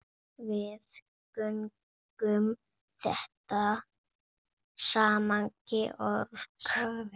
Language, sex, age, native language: Icelandic, female, 8, Icelandic